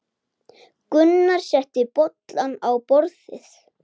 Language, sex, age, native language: Icelandic, male, 8, Icelandic